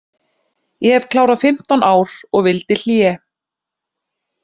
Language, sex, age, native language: Icelandic, female, 30-39, Icelandic